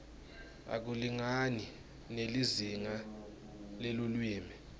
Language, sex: Swati, male